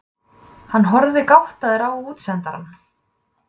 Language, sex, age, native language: Icelandic, female, 20-29, Icelandic